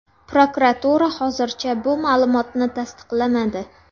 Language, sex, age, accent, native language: Uzbek, female, 19-29, Namangan, Uzbek